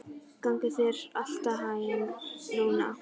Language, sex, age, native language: Icelandic, female, 11, Icelandic